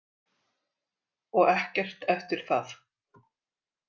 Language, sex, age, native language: Icelandic, female, 30-39, Icelandic